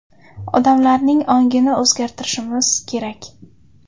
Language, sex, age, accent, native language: Uzbek, female, under 19, Toshkent viloyati, Uzbek